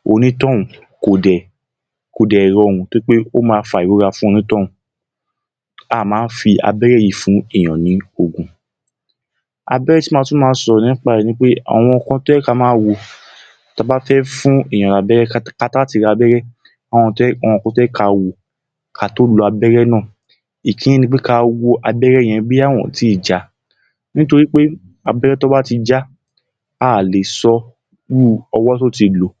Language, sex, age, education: Yoruba, male, 15-29, tertiary